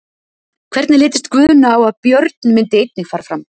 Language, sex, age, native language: Icelandic, female, 50-59, Icelandic